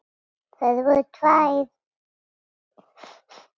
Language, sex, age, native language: Icelandic, female, 9, Icelandic